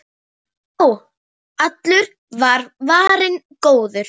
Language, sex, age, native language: Icelandic, female, 10, Icelandic